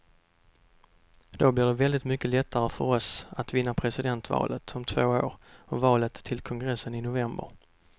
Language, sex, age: Swedish, male, 32